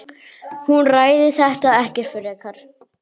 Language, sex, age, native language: Icelandic, male, 6, Icelandic